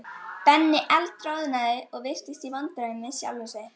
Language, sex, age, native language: Icelandic, female, 12, Icelandic